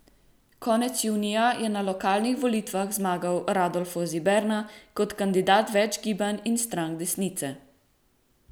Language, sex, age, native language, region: Slovenian, female, 18-29, Slovenian, Central Slovenia